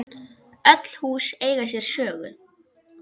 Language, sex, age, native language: Icelandic, female, 10, Icelandic